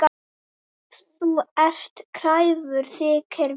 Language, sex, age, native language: Icelandic, female, 9, Icelandic